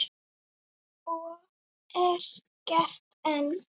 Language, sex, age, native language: Icelandic, female, 8, Icelandic